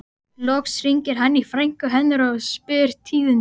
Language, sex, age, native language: Icelandic, male, 12, Icelandic